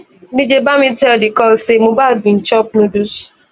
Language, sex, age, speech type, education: Nigerian Pidgin, female, 15-29, spontaneous, tertiary